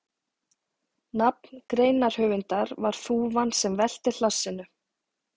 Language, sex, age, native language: Icelandic, female, 40-49, Icelandic